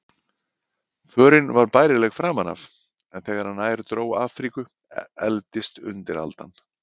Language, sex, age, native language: Icelandic, male, 50-59, Icelandic